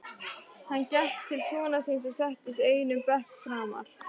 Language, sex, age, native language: Icelandic, female, 13, Icelandic